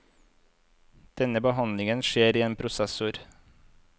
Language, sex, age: Norwegian, male, 25